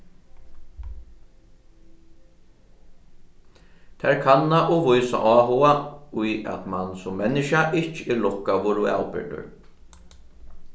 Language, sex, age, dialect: Faroese, male, 15-35, Norðurstreymoy/Eysturoy